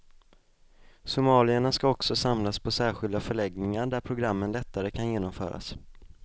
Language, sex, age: Swedish, male, 20